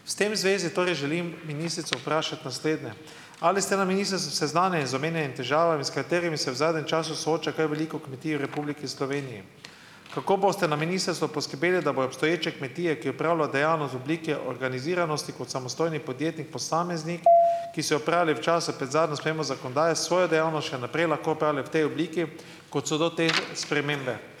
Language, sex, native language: Slovenian, male, Slovenian